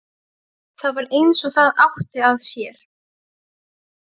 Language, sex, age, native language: Icelandic, female, 12, Serbo-Croatian